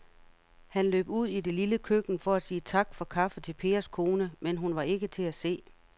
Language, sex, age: Danish, female, 48